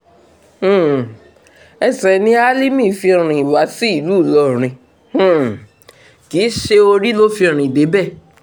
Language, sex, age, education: Yoruba, female, 15-29, tertiary